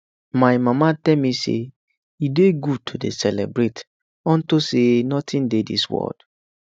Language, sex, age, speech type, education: Nigerian Pidgin, male, 15-29, spontaneous, tertiary